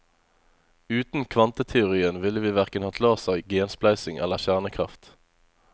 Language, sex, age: Norwegian, male, 25